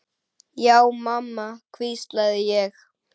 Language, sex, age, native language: Icelandic, male, 9, Icelandic